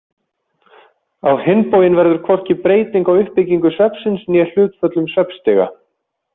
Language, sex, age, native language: Icelandic, male, 20-29, Icelandic